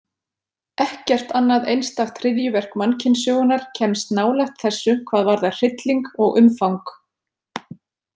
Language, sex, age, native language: Icelandic, female, 40-49, Icelandic